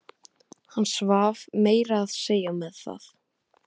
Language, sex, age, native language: Icelandic, male, 12, Icelandic